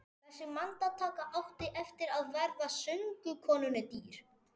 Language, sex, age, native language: Icelandic, male, 40-49, Spanish